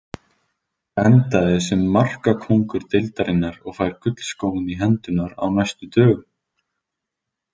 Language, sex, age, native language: Icelandic, male, 20-29, Icelandic